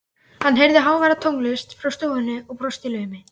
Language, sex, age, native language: Icelandic, male, 11, Icelandic